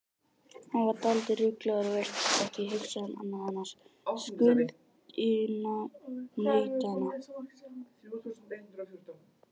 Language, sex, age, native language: Icelandic, male, 18-19, Icelandic